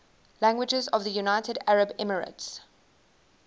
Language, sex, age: English, female, 19